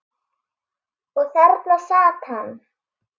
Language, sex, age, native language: Icelandic, female, 8, Icelandic